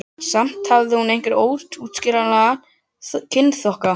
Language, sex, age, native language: Icelandic, other, 12, Icelandic